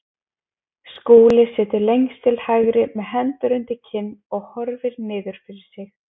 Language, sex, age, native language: Icelandic, female, 20-29, Icelandic